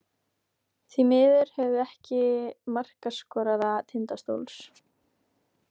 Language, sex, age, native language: Icelandic, female, 18-19, Icelandic